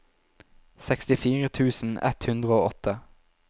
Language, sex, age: Norwegian, male, 19